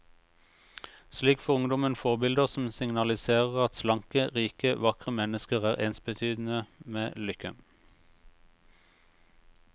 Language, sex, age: Norwegian, male, 36